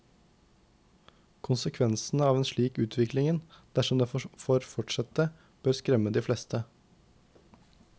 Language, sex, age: Norwegian, male, 19